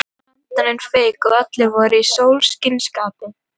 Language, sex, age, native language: Icelandic, female, 12, Icelandic